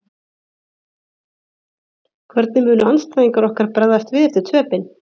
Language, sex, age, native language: Icelandic, female, 30-39, Icelandic